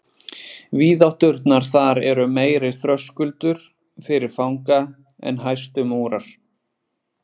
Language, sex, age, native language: Icelandic, male, 20-29, Icelandic